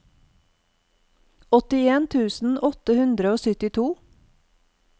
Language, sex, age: Norwegian, female, 48